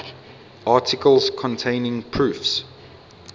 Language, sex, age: English, male, 22